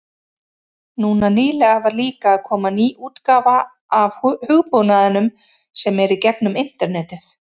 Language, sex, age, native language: Icelandic, female, 30-39, Icelandic